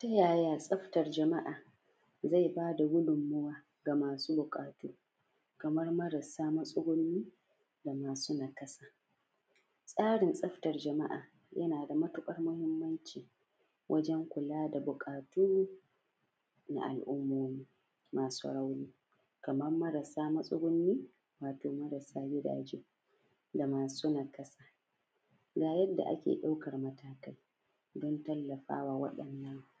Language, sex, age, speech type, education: Hausa, female, 15-29, spontaneous, primary